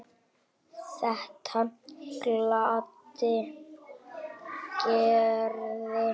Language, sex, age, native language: Icelandic, male, 7, Icelandic